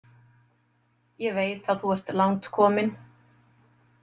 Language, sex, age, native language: Icelandic, female, 50-59, Icelandic